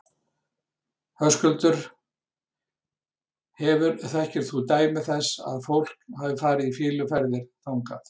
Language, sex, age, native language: Icelandic, male, 60-69, Icelandic